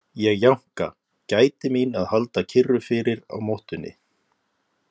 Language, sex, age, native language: Icelandic, male, 30-39, Icelandic